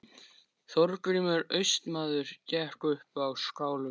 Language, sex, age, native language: Icelandic, male, 13, Icelandic